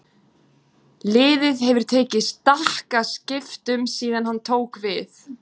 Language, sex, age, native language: Icelandic, female, 40-49, Icelandic